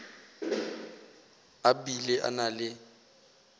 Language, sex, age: Northern Sotho, male, 18